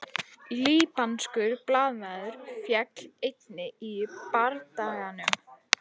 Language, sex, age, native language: Icelandic, female, 18-19, Icelandic